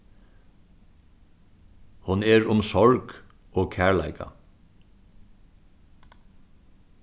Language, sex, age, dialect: Faroese, male, 36-60, Suðurstreymoy